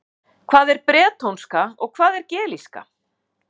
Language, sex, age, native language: Icelandic, female, 50-59, Icelandic